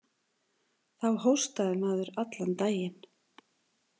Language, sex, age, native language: Icelandic, female, 40-49, Icelandic